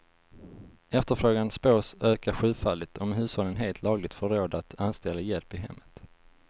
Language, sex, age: Swedish, male, 19